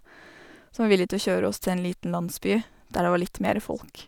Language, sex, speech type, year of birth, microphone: Norwegian, female, spontaneous, 1987, Sennheiser